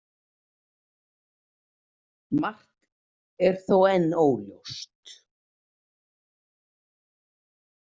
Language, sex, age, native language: Icelandic, female, 30-39, Icelandic